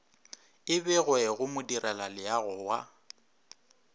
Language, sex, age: Northern Sotho, male, 26